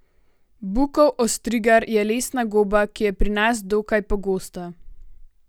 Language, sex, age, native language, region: Slovenian, female, 18-29, Slovenian, Gorenjska region